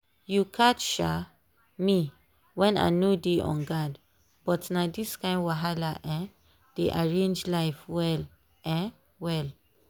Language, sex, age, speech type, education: Nigerian Pidgin, female, 15-29, spontaneous, tertiary